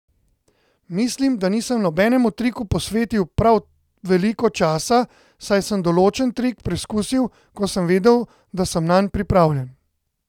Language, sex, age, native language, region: Slovenian, male, 30-49, Slovenian, Central Slovenia